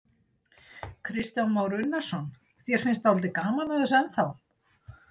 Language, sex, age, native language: Icelandic, female, 60-69, Icelandic